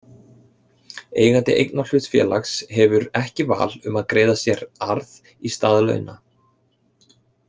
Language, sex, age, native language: Icelandic, male, 30-39, Icelandic